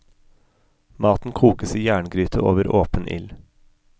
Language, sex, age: Norwegian, male, 33